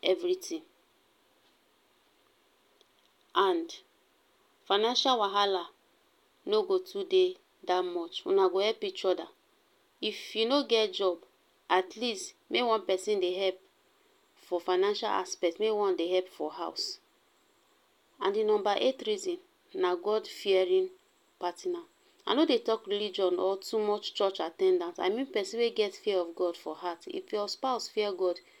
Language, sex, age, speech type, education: Nigerian Pidgin, female, 15-29, spontaneous, tertiary